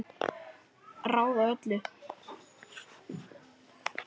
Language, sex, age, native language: Icelandic, male, 9, Icelandic